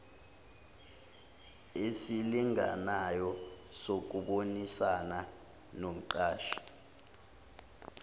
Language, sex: Zulu, male